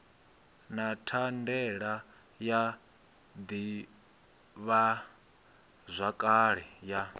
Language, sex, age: Venda, male, 22